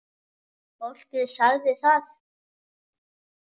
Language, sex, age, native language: Icelandic, male, 10, Icelandic